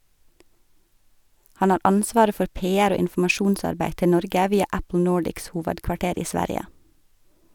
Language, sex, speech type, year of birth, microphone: Norwegian, female, read, 1985, Sennheiser